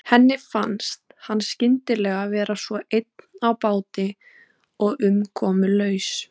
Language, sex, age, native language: Icelandic, female, 20-29, Icelandic